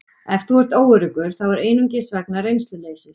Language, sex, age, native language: Icelandic, female, 40-49, Icelandic